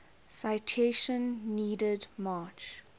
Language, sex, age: English, female, 21